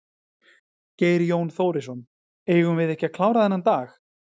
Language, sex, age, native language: Icelandic, male, 40-49, Icelandic